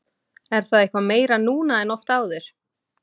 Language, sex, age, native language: Icelandic, female, 20-29, Icelandic